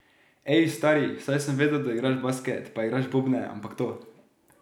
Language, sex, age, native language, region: Slovenian, male, 18-29, Slovenian, Drava region